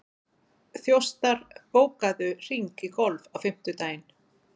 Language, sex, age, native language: Icelandic, female, 40-49, Icelandic